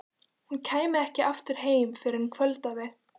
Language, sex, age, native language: Icelandic, female, 14, Icelandic